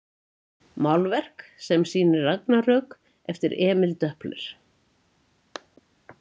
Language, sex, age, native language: Icelandic, female, 70-79, Icelandic